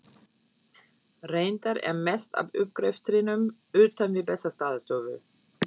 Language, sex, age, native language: Icelandic, female, 40-49, German